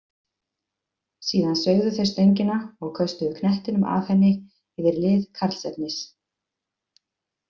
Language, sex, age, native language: Icelandic, female, 50-59, Icelandic